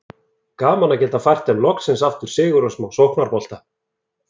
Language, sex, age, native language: Icelandic, male, 30-39, Icelandic